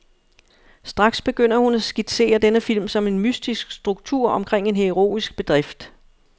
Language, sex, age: Danish, female, 59